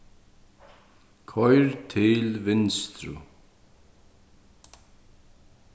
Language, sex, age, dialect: Faroese, male, 36-60, Sandoy